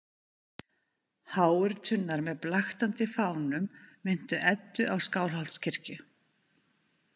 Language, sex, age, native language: Icelandic, female, 50-59, Icelandic